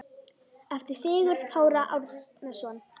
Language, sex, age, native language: Icelandic, female, 10, Icelandic